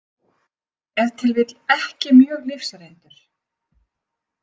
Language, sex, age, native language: Icelandic, female, 50-59, Icelandic